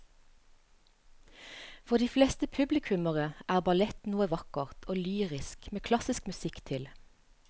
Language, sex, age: Norwegian, female, 35